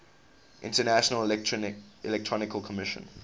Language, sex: English, male